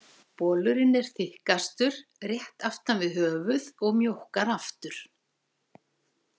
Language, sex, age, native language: Icelandic, female, 60-69, Icelandic